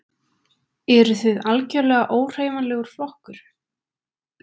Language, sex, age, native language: Icelandic, female, 20-29, Icelandic